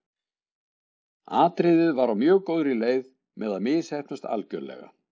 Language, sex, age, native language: Icelandic, male, 60-69, Icelandic